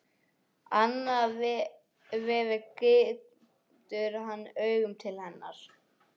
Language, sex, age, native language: Icelandic, male, 11, English